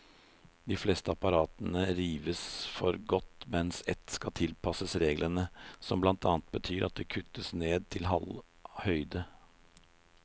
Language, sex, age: Norwegian, male, 56